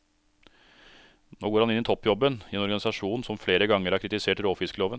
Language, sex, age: Norwegian, male, 36